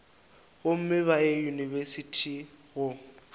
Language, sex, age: Northern Sotho, male, 19